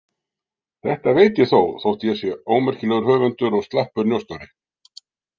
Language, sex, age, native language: Icelandic, male, 60-69, Icelandic